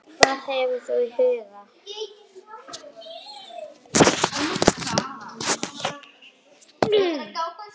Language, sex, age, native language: Icelandic, female, 9, Icelandic